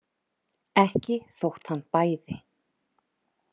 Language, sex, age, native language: Icelandic, female, 30-39, Icelandic